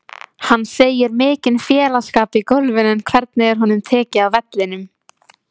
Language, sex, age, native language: Icelandic, female, 50-59, Icelandic